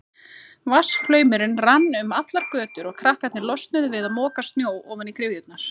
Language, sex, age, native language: Icelandic, female, 30-39, Icelandic